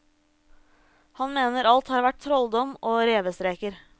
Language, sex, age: Norwegian, female, 26